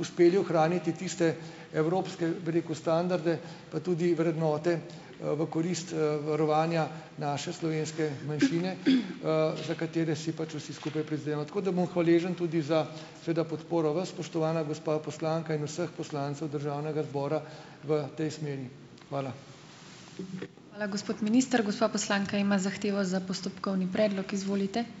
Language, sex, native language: Slovenian, male, Slovenian